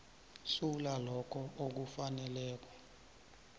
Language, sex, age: South Ndebele, male, 24